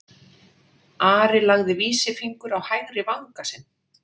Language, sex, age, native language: Icelandic, female, 40-49, Icelandic